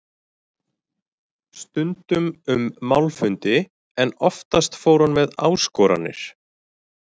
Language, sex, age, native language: Icelandic, male, 40-49, Icelandic